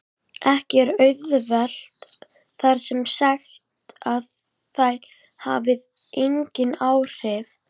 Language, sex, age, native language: Icelandic, female, 18-19, Icelandic